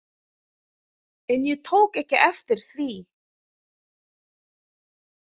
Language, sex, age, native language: Icelandic, female, 40-49, Filipino